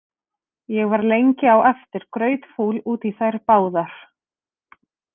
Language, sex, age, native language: Icelandic, female, 30-39, Icelandic